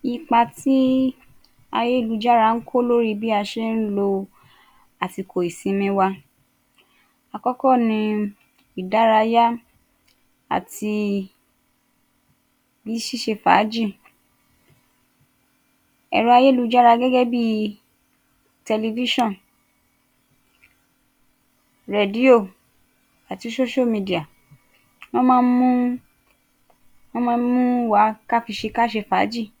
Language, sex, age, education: Yoruba, female, 30-45, tertiary